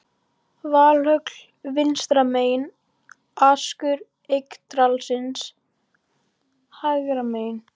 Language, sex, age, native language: Icelandic, male, 12, Icelandic